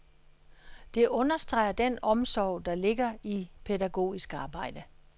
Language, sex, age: Danish, female, 66